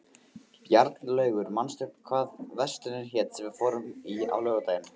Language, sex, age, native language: Icelandic, male, 18-19, Icelandic